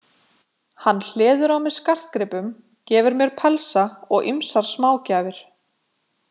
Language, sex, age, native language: Icelandic, female, 20-29, Icelandic